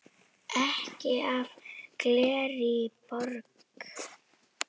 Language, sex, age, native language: Icelandic, female, 10, Icelandic